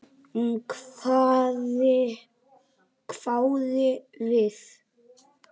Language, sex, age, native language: Icelandic, male, 10, Icelandic